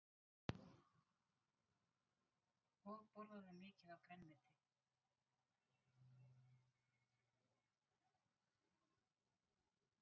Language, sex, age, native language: Icelandic, female, 60-69, Icelandic